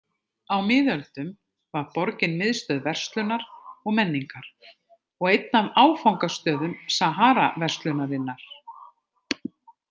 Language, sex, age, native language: Icelandic, female, 50-59, Icelandic